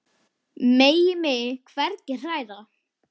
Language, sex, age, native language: Icelandic, female, 10, Icelandic